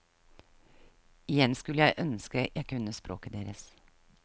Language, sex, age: Norwegian, female, 48